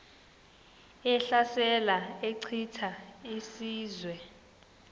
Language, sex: Xhosa, male